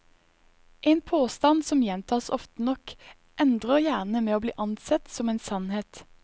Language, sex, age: Norwegian, female, 21